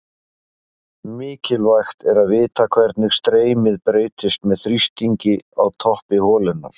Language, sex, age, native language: Icelandic, male, 50-59, Icelandic